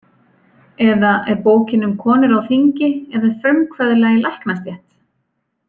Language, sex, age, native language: Icelandic, female, 40-49, Icelandic